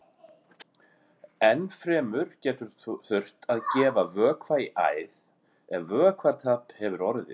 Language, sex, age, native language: Icelandic, male, 40-49, Icelandic